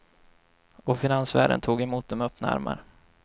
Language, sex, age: Swedish, male, 25